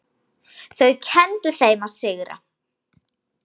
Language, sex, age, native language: Icelandic, female, 8, Icelandic